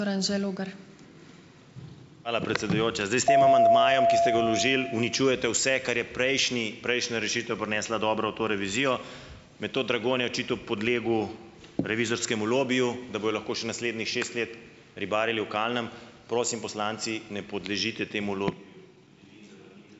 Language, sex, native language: Slovenian, male, Slovenian